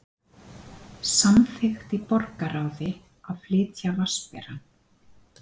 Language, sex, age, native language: Icelandic, female, 50-59, Icelandic